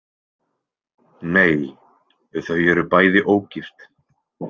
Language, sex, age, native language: Icelandic, male, 20-29, Icelandic